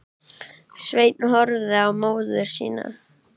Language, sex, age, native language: Icelandic, male, 8, Icelandic